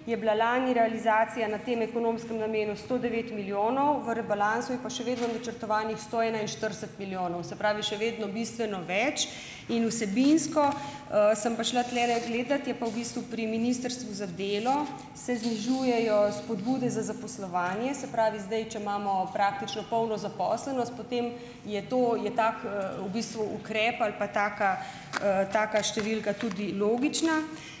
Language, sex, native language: Slovenian, female, Slovenian